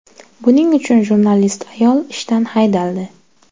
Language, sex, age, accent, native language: Uzbek, female, 18-24, Sirdaryo, Uzbek